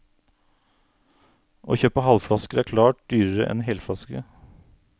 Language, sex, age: Norwegian, male, 49